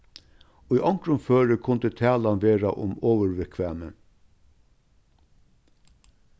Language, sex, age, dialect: Faroese, male, 61+, Vágar